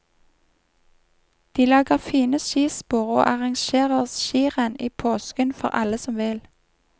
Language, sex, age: Norwegian, female, 31